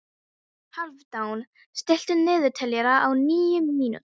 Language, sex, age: Icelandic, female, 13